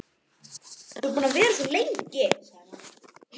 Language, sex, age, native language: Icelandic, female, 11, Icelandic